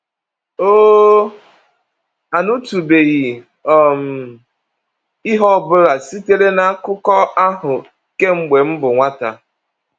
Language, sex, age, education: Igbo, male, 30-45, tertiary